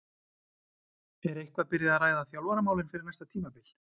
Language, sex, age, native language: Icelandic, male, 40-49, Icelandic